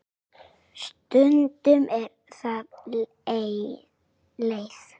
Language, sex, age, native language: Icelandic, female, 9, Icelandic